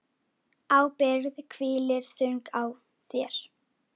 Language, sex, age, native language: Icelandic, female, 10, Icelandic